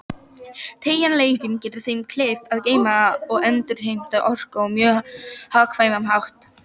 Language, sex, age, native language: Icelandic, female, 18-19, Icelandic